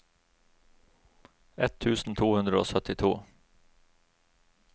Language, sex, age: Norwegian, male, 36